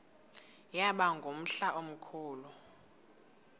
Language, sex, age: Xhosa, female, 22